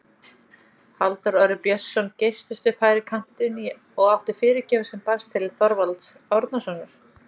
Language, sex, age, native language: Icelandic, female, 40-49, Icelandic